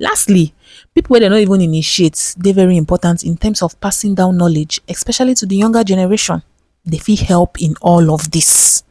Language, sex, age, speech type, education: Nigerian Pidgin, female, 15-29, spontaneous, tertiary